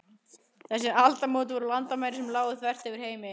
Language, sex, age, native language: Icelandic, female, 15, Icelandic